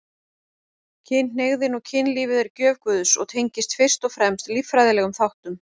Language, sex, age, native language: Icelandic, female, 40-49, Icelandic